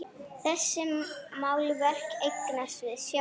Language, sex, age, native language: Icelandic, female, 8, Icelandic